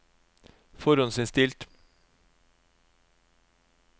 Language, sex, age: Norwegian, male, 36